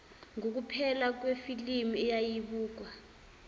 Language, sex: Zulu, female